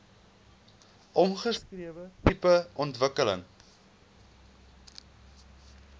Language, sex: Afrikaans, male